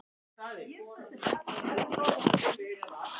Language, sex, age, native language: Icelandic, male, 13, Icelandic